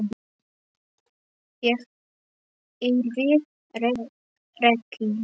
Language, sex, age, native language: Icelandic, male, 7, Polish